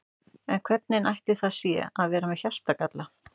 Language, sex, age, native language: Icelandic, male, 12, Icelandic